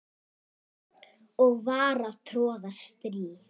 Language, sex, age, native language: Icelandic, female, 8, Icelandic